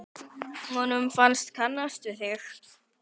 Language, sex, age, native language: Icelandic, male, 12, Icelandic